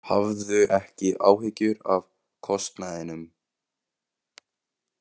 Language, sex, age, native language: Icelandic, male, 20-29, Icelandic